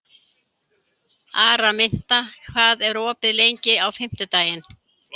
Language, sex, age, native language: Icelandic, female, 70-79, Icelandic